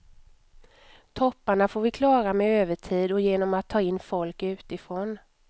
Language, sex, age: Swedish, female, 44